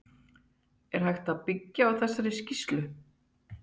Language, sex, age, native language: Icelandic, female, 50-59, Icelandic